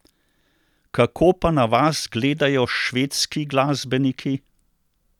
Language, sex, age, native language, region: Slovenian, male, 60+, Slovenian, Central Slovenia